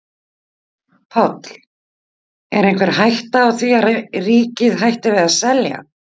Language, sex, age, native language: Icelandic, female, 50-59, Icelandic